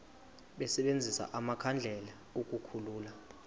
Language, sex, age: Xhosa, male, 22